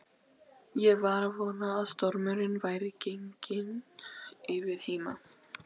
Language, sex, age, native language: Icelandic, female, 12, Icelandic